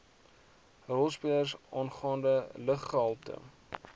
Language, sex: Afrikaans, male